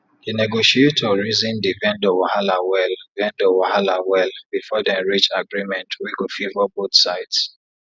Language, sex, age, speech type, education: Nigerian Pidgin, male, 30-45, spontaneous, tertiary